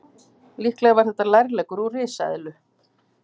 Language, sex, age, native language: Icelandic, female, 50-59, Icelandic